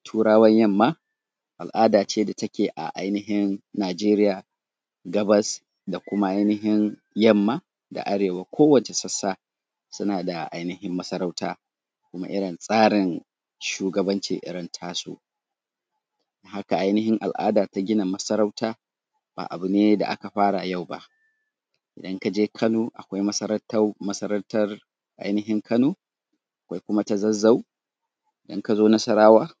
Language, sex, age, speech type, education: Hausa, male, 30-45, spontaneous, tertiary